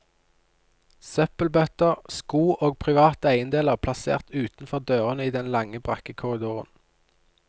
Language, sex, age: Norwegian, male, 29